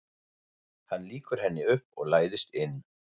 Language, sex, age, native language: Icelandic, male, 40-49, German